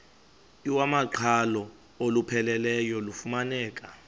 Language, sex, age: Xhosa, male, 22